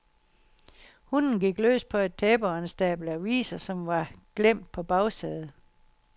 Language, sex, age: Danish, female, 60